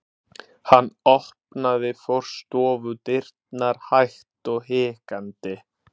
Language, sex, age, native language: Icelandic, male, 30-39, Italian